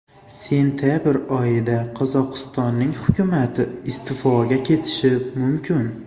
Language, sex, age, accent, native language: Uzbek, male, 18-24, Toshkent shahri, Uzbek